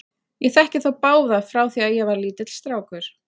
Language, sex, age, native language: Icelandic, female, 40-49, Icelandic